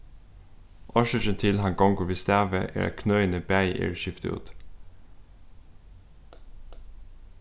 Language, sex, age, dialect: Faroese, male, 15-35, Suðurstreymoy